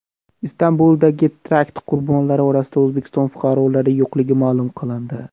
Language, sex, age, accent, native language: Uzbek, male, under 19, Namangan, Uzbek